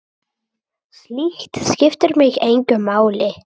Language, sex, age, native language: Icelandic, male, 8, Icelandic